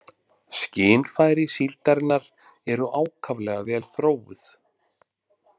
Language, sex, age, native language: Icelandic, male, 40-49, Icelandic